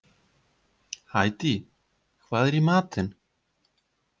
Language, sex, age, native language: Icelandic, male, 50-59, Icelandic